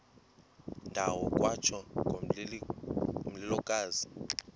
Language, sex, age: Xhosa, male, 19